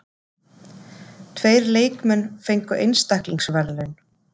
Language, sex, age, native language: Icelandic, female, 30-39, Icelandic